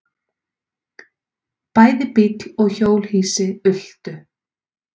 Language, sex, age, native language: Icelandic, female, 40-49, Icelandic